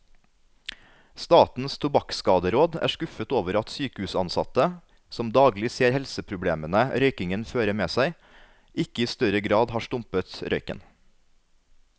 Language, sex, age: Norwegian, male, 33